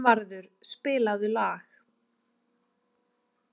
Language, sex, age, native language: Icelandic, female, 20-29, Icelandic